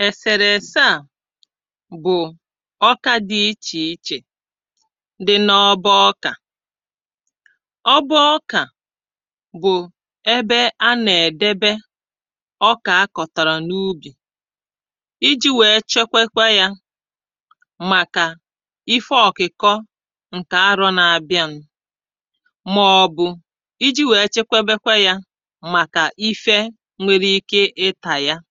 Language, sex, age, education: Igbo, female, 30-45, primary